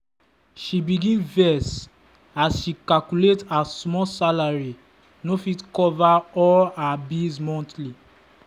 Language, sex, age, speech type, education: Nigerian Pidgin, male, 15-29, spontaneous, tertiary